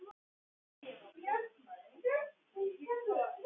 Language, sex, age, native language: Icelandic, male, 12, Icelandic